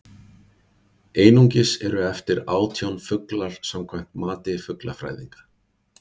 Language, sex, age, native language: Icelandic, male, 40-49, Icelandic